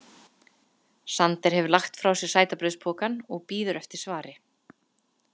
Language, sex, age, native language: Icelandic, female, 30-39, Icelandic